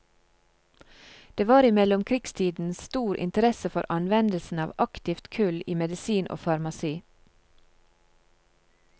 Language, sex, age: Norwegian, female, 35